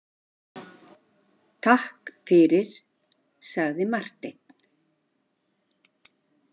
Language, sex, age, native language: Icelandic, female, 50-59, Icelandic